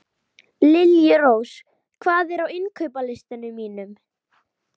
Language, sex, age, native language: Icelandic, female, 12, Icelandic